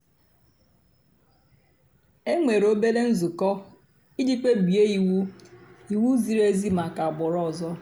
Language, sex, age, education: Igbo, female, 46-60, tertiary